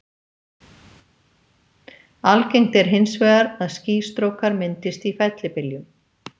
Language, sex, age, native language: Icelandic, female, 50-59, Icelandic